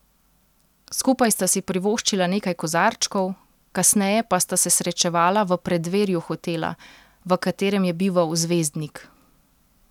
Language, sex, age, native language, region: Slovenian, female, 30-49, Slovenian, Central Slovenia